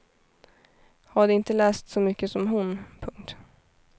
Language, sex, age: Swedish, female, 23